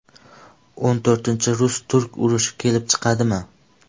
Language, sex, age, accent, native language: Uzbek, male, 12-17, Andijon, Uzbek